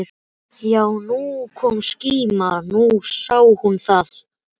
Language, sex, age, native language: Icelandic, male, 12, Icelandic